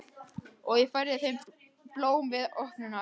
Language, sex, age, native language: Icelandic, male, 12, Icelandic